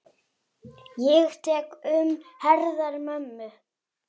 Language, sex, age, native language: Icelandic, male, 9, Icelandic